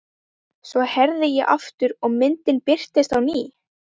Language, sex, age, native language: Icelandic, female, 12, Icelandic